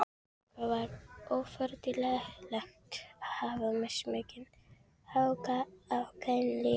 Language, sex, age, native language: Icelandic, female, 13, Filipino